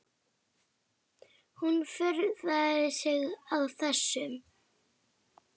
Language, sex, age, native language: Icelandic, female, 10, Icelandic